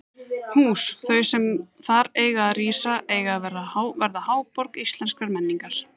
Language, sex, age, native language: Icelandic, female, 30-39, Icelandic